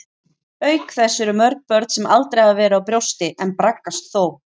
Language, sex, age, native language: Icelandic, female, 40-49, Icelandic